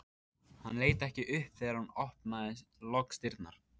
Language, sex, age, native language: Icelandic, male, 14, Icelandic